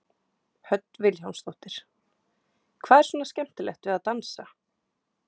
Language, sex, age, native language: Icelandic, female, 20-29, Icelandic